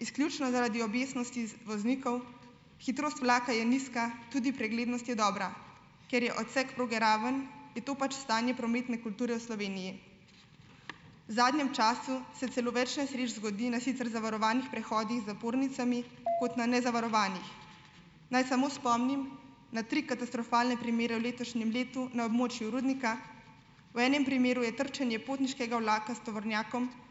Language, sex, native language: Slovenian, female, Slovenian